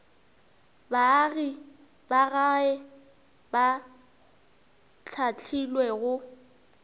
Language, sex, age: Northern Sotho, female, 24